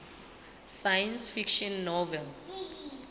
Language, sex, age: Southern Sotho, female, 29